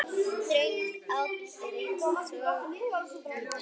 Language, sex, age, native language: Icelandic, female, 10, Icelandic